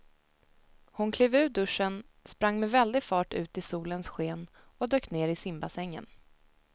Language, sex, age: Swedish, female, 19